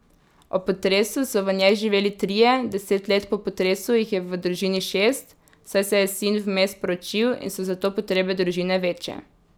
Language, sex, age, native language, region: Slovenian, female, 18-29, Slovenian, Drava region